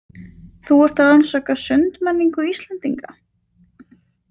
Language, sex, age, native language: Icelandic, female, 20-29, Icelandic